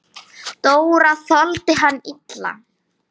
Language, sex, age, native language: Icelandic, female, 9, Icelandic